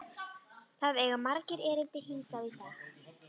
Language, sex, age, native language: Icelandic, female, 11, Icelandic